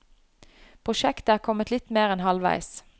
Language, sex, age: Norwegian, female, 29